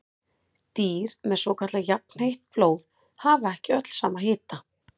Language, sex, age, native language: Icelandic, female, 30-39, Icelandic